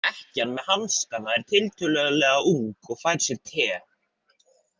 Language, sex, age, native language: Icelandic, male, 40-49, Icelandic